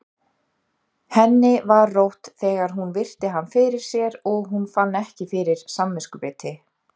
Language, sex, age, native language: Icelandic, female, 30-39, Icelandic